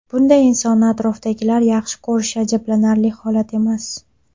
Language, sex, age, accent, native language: Uzbek, female, 19-29, Farg'ona, Uzbek